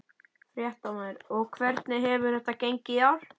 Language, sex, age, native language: Icelandic, male, 11, Icelandic